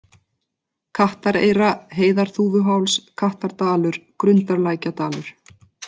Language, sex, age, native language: Icelandic, female, 40-49, Icelandic